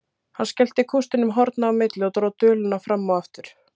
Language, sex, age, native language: Icelandic, female, 30-39, Icelandic